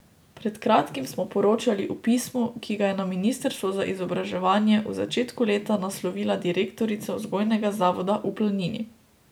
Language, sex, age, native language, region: Slovenian, female, 18-29, Slovenian, Drava region